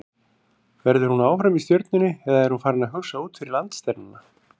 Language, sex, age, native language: Icelandic, male, 40-49, Icelandic